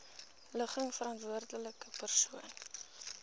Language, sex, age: Afrikaans, female, 19